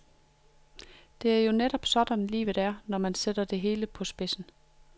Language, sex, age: Danish, female, 42